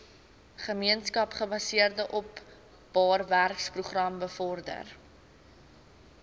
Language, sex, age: Afrikaans, female, 19